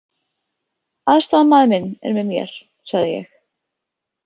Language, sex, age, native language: Icelandic, female, 30-39, Icelandic